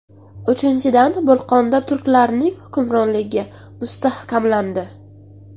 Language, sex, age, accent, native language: Uzbek, female, under 19, Buxoro, Uzbek